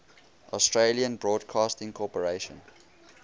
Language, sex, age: English, male, 20